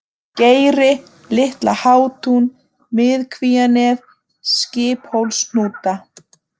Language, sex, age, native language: Icelandic, female, 30-39, Icelandic